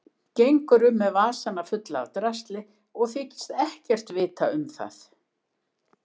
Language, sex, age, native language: Icelandic, female, 70-79, Icelandic